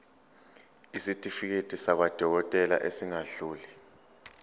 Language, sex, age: Zulu, male, 29